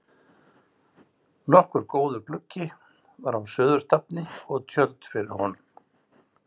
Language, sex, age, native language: Icelandic, male, 60-69, Icelandic